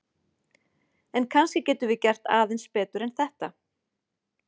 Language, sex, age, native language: Icelandic, female, 40-49, Icelandic